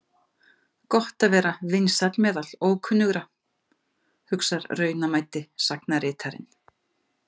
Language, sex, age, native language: Icelandic, female, 50-59, Icelandic